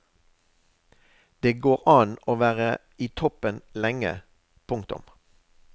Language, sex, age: Norwegian, male, 63